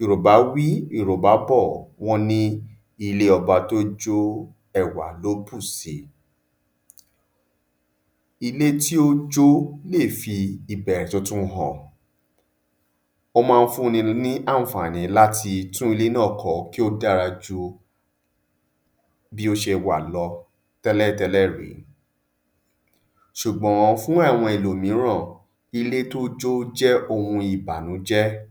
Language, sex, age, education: Yoruba, male, 30-45, tertiary